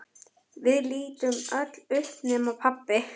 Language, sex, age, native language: Icelandic, female, 11, German